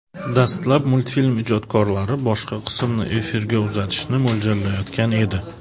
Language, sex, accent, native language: Uzbek, male, Samarqand, Tajik